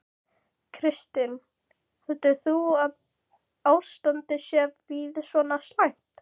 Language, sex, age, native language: Icelandic, female, 15, Icelandic